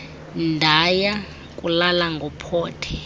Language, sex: Xhosa, female